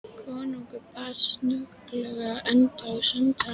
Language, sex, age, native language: Icelandic, female, 11, Icelandic